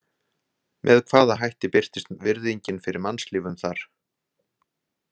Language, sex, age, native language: Icelandic, male, 60-69, Icelandic